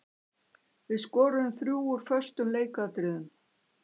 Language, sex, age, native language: Icelandic, female, 60-69, Icelandic